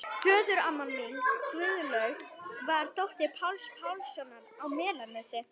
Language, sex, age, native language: Icelandic, female, 11, Icelandic